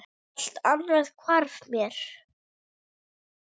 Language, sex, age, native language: Icelandic, female, 7, Icelandic